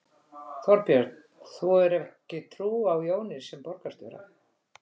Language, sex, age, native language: Icelandic, female, 50-59, Icelandic